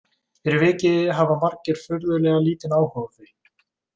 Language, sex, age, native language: Icelandic, male, 20-29, Icelandic